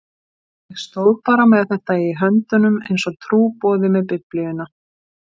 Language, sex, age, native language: Icelandic, female, 50-59, Icelandic